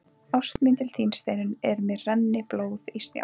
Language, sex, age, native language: Icelandic, female, 20-29, Icelandic